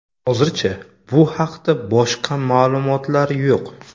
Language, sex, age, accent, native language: Uzbek, male, 25-34, Buxoro, Uzbek